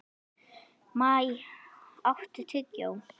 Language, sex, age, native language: Icelandic, female, 11, Icelandic